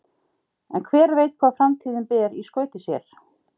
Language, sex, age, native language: Icelandic, female, 50-59, Icelandic